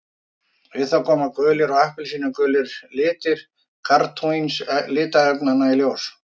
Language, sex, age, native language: Icelandic, male, 50-59, Icelandic